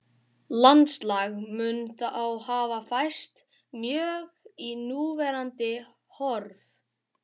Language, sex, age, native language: Icelandic, male, 12, Icelandic